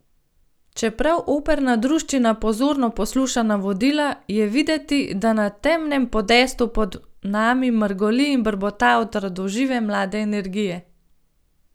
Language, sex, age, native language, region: Slovenian, female, 30-49, Slovenian, Gorenjska region